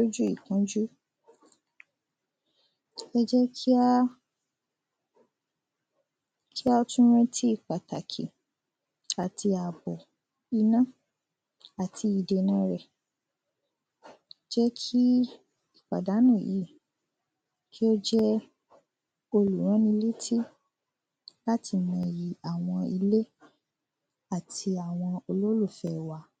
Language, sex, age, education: Yoruba, female, 15-29, secondary